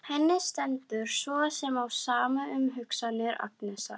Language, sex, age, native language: Icelandic, female, 12, Icelandic